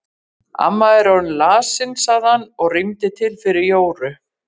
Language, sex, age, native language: Icelandic, female, 40-49, Icelandic